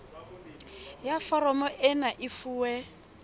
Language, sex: Southern Sotho, female